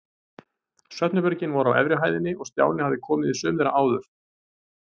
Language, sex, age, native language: Icelandic, male, 30-39, Icelandic